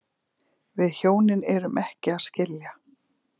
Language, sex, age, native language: Icelandic, female, 40-49, Icelandic